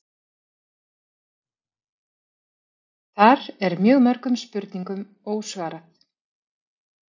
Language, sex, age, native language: Icelandic, female, 30-39, Icelandic